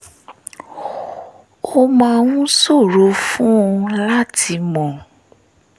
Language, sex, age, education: Yoruba, female, 15-29, tertiary